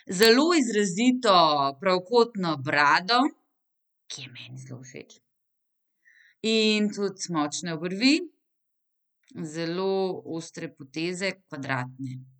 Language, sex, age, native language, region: Slovenian, female, 30-49, Slovenian, Central Slovenia